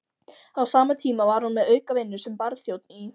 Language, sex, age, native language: Icelandic, female, 14, Icelandic